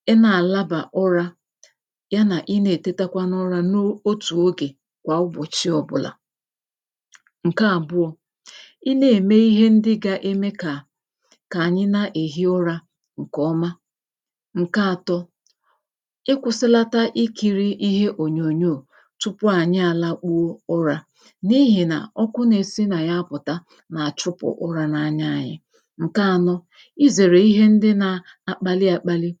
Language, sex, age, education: Igbo, female, 30-45, tertiary